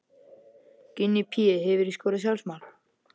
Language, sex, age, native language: Icelandic, male, 13, Icelandic